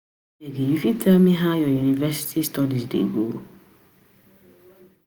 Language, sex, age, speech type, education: Nigerian Pidgin, female, 30-45, spontaneous, tertiary